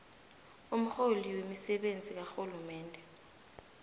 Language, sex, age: South Ndebele, female, 18